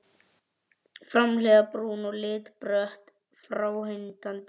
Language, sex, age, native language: Icelandic, male, 11, Icelandic